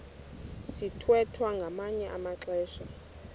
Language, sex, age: Xhosa, female, 20